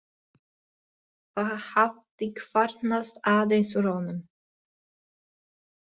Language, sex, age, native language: Icelandic, female, 20-29, Polish